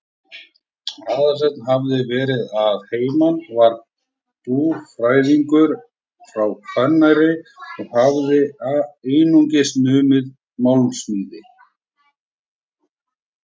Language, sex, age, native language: Icelandic, male, 40-49, Icelandic